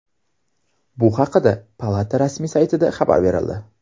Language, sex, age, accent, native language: Uzbek, male, 19-29, Toshkent viloyati, Uzbek